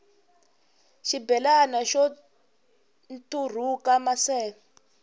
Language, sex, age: Tsonga, female, 21